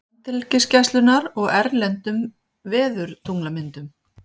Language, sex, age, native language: Icelandic, female, 50-59, Icelandic